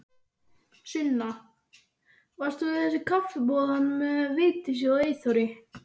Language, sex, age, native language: Icelandic, female, 40-49, Icelandic